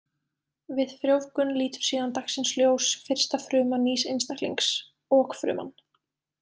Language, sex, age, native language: Icelandic, female, 20-29, Icelandic